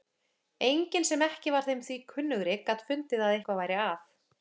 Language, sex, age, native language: Icelandic, female, 30-39, Icelandic